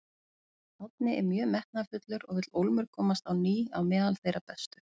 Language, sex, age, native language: Icelandic, female, 40-49, Icelandic